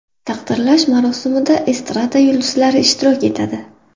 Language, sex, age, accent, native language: Uzbek, female, 25-34, Buxoro, Uzbek